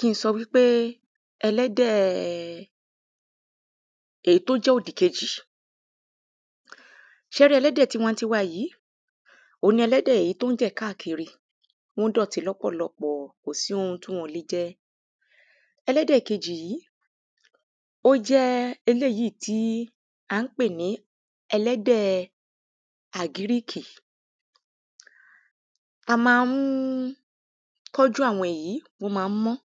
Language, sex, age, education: Yoruba, female, 30-45, primary